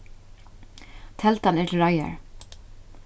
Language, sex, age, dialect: Faroese, female, 36-60, Norðuroyggjar